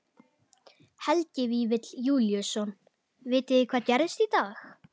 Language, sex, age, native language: Icelandic, male, 11, Icelandic